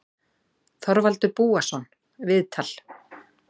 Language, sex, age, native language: Icelandic, female, 40-49, Icelandic